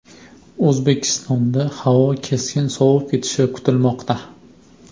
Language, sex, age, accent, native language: Uzbek, male, 25-34, Andijon, Uzbek